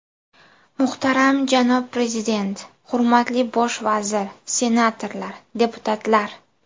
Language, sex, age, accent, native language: Uzbek, female, 19-29, Buxoro, Uzbek